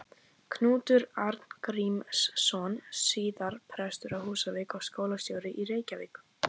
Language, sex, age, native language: Icelandic, female, 15, Icelandic